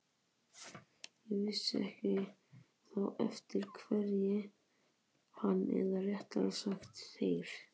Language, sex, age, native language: Icelandic, male, 18-19, Icelandic